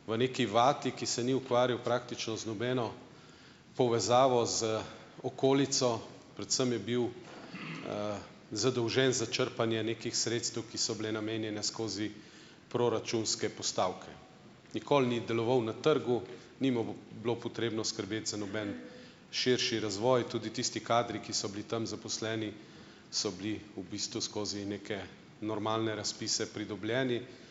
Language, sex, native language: Slovenian, male, Slovenian